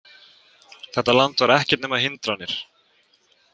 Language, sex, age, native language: Icelandic, male, 18-19, Icelandic